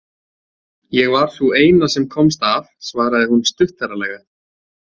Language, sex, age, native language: Icelandic, male, 20-29, Icelandic